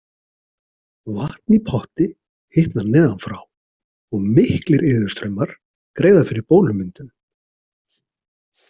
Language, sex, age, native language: Icelandic, male, 40-49, Icelandic